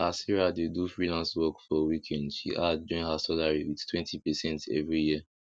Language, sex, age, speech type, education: Nigerian Pidgin, male, 15-29, spontaneous, tertiary